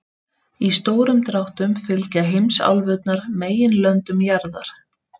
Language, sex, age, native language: Icelandic, female, 30-39, Icelandic